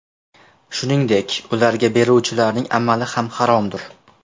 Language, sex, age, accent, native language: Uzbek, male, 18-24, Namangan, Uzbek